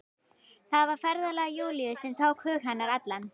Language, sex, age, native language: Icelandic, female, 11, Icelandic